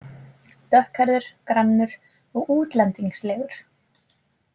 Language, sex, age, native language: Icelandic, female, 20-29, Icelandic